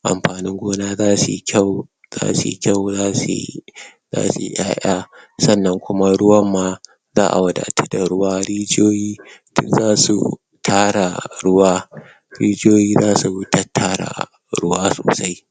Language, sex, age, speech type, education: Hausa, male, 60+, spontaneous, tertiary